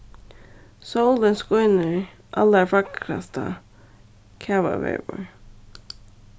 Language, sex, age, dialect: Faroese, female, 15-35, Suðurstreymoy